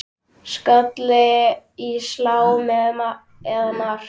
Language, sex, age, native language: Icelandic, male, 10, Icelandic